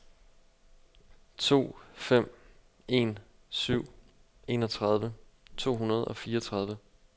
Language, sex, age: Danish, male, 25